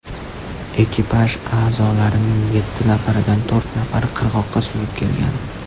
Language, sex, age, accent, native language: Uzbek, male, under 19, Toshkent shahri, Uzbek